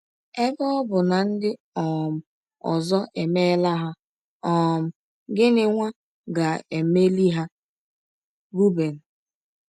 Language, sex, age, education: Igbo, female, 15-29, tertiary